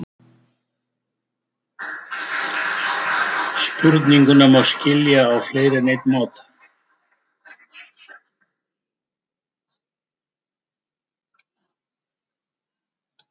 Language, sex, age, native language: Icelandic, male, 70-79, Icelandic